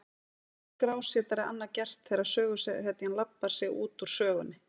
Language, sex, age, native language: Icelandic, female, 40-49, Icelandic